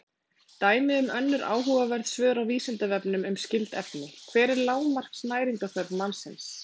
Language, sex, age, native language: Icelandic, female, 30-39, Icelandic